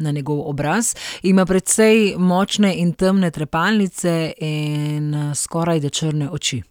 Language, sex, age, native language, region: Slovenian, female, 30-49, Slovenian, Central Slovenia